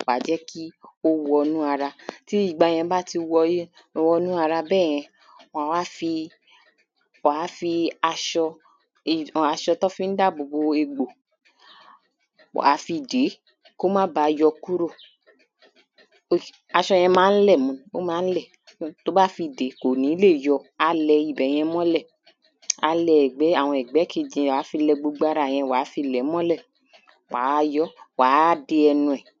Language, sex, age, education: Yoruba, female, 30-45, tertiary